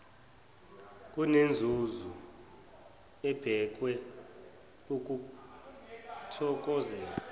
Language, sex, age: Zulu, male, 24